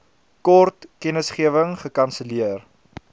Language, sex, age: Afrikaans, male, 22